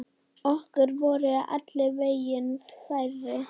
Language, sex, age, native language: Icelandic, female, 9, Icelandic